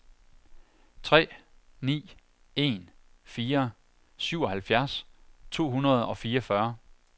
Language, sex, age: Danish, male, 41